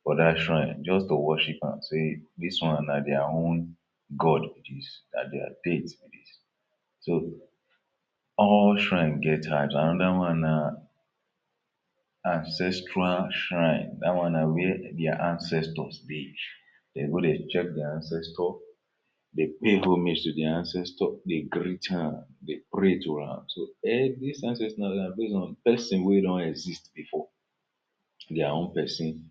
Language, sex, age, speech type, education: Nigerian Pidgin, male, 30-45, spontaneous, tertiary